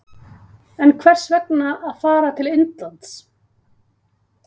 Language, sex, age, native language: Icelandic, female, 30-39, Icelandic